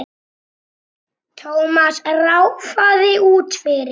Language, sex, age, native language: Icelandic, male, 7, Icelandic